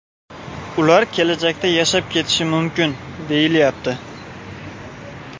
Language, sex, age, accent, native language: Uzbek, male, 18-24, Farg'ona, Uzbek